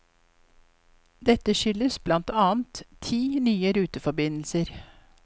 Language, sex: Norwegian, female